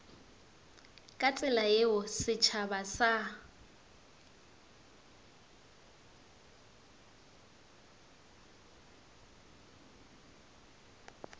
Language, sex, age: Northern Sotho, female, 19